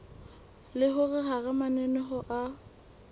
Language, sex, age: Southern Sotho, female, 18